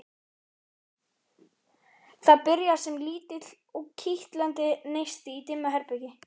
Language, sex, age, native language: Icelandic, female, 13, Icelandic